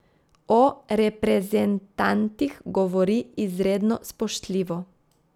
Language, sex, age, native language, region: Slovenian, female, 30-49, Slovenian, Gorica region